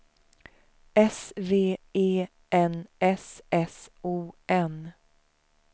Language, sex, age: Swedish, female, 35